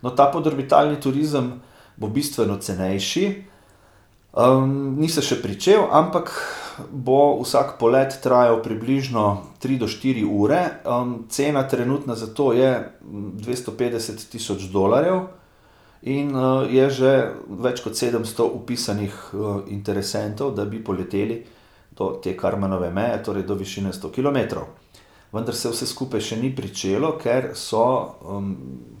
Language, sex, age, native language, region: Slovenian, male, 50-59, Slovenian, Gorica region